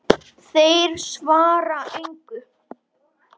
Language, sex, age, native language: Icelandic, male, 10, Icelandic